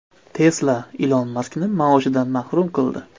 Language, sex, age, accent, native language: Uzbek, male, 25-34, Andijon, Uzbek